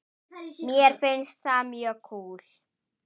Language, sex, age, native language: Icelandic, female, 9, Icelandic